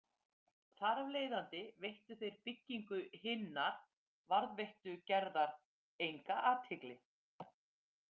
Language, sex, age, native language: Icelandic, female, 50-59, Icelandic